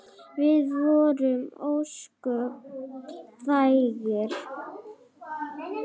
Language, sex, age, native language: Icelandic, female, 9, Icelandic